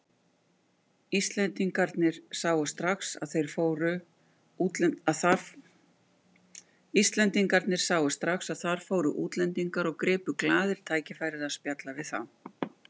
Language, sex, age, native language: Icelandic, female, 50-59, Icelandic